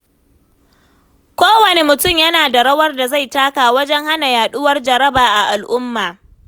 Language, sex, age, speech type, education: Hausa, female, 15-29, read, tertiary